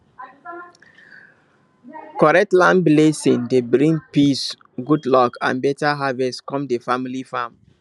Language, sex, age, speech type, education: Nigerian Pidgin, male, 30-45, spontaneous, tertiary